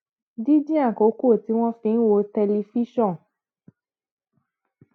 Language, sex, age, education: Yoruba, female, 15-29, secondary